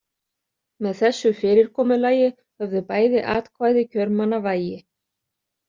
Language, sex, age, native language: Icelandic, other, 30-39, Icelandic